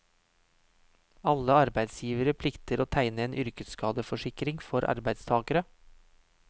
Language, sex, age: Norwegian, male, 31